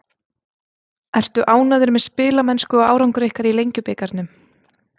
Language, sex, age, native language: Icelandic, female, 30-39, Icelandic